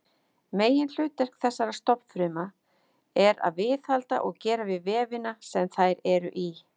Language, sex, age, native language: Icelandic, female, 50-59, Icelandic